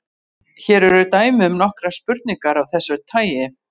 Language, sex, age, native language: Icelandic, female, 40-49, Icelandic